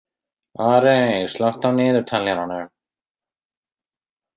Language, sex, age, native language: Icelandic, male, 30-39, Icelandic